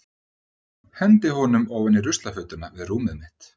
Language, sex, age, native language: Icelandic, male, 30-39, Icelandic